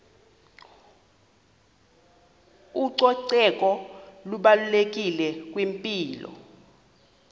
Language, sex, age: Xhosa, female, 38